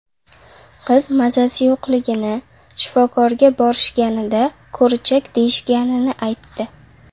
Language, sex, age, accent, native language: Uzbek, female, under 19, Qashqadaryo, Uzbek